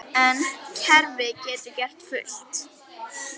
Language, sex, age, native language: Icelandic, female, 10, Icelandic